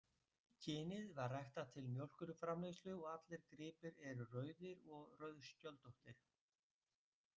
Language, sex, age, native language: Icelandic, male, 60-69, Icelandic